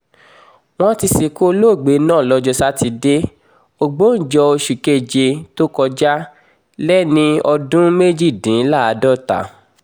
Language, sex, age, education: Yoruba, male, 15-29, tertiary